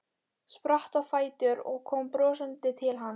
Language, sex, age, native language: Icelandic, female, 12, Icelandic